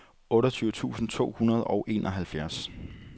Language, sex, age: Danish, male, 30